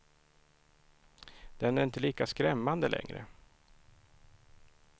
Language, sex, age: Swedish, male, 31